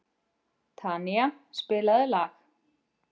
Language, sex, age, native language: Icelandic, female, 40-49, Icelandic